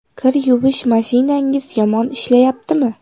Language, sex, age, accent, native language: Uzbek, female, 18-24, Namangan, Uzbek